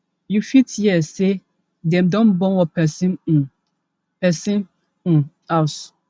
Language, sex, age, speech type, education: Nigerian Pidgin, female, 15-29, spontaneous, tertiary